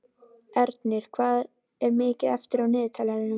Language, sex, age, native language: Icelandic, female, 11, Icelandic